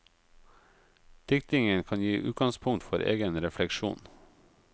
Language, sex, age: Norwegian, male, 38